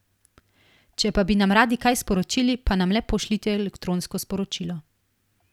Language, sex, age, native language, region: Slovenian, female, 18-29, Slovenian, Primorsko-notranjska region